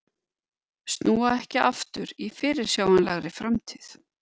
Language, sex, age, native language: Icelandic, female, 50-59, Icelandic